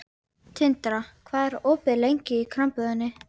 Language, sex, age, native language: Icelandic, female, 13, Icelandic